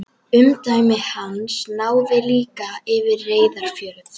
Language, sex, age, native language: Icelandic, female, 11, Icelandic